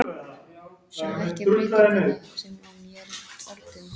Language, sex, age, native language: Icelandic, female, 13, English